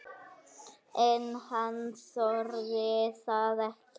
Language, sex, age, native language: Icelandic, male, 8, Icelandic